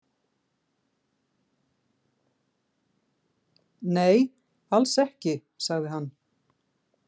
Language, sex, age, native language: Icelandic, female, 50-59, Icelandic